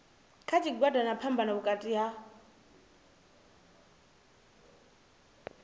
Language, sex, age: Venda, female, 24